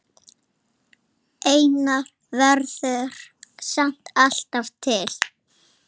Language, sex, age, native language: Icelandic, female, 7, Icelandic